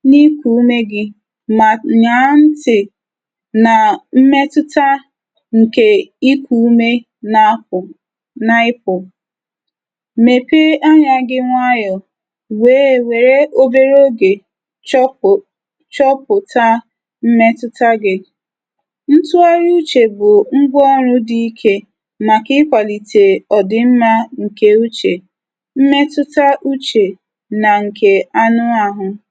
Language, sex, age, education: Igbo, female, 30-45, tertiary